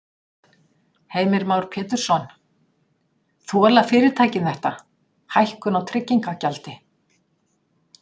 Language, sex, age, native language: Icelandic, female, 60-69, Icelandic